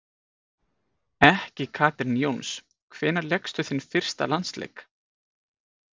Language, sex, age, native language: Icelandic, male, 20-29, Icelandic